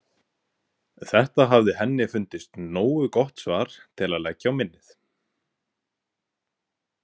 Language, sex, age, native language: Icelandic, male, 18-19, Icelandic